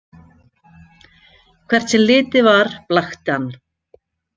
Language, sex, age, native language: Icelandic, female, 50-59, Icelandic